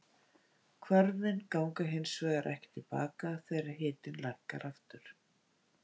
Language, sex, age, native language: Icelandic, female, 50-59, Icelandic